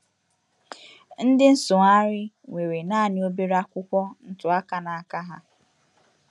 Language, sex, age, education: Igbo, female, 15-29, tertiary